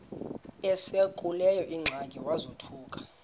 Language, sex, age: Xhosa, male, 26